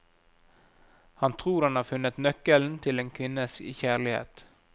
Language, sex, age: Norwegian, male, 37